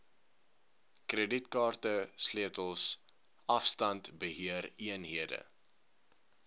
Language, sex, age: Afrikaans, male, 19